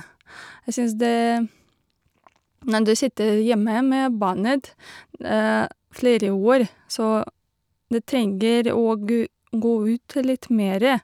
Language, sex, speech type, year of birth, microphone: Norwegian, female, spontaneous, 1982, Shure